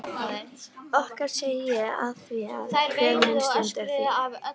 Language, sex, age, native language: Icelandic, female, 13, Icelandic